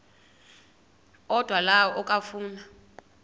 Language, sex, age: Xhosa, female, 30